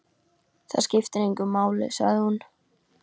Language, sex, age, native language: Icelandic, female, 13, Icelandic